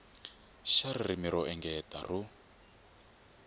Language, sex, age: Tsonga, male, 24